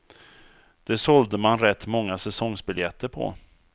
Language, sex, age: Swedish, male, 34